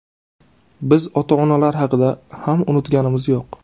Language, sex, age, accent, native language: Uzbek, male, 30-39, Navoiy, Uzbek